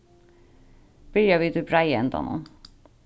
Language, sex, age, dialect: Faroese, female, 15-35, Sandoy